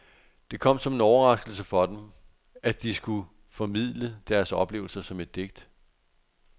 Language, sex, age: Danish, male, 48